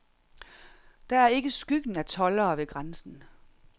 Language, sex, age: Danish, female, 46